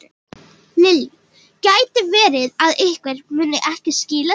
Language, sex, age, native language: Icelandic, female, 18-19, Icelandic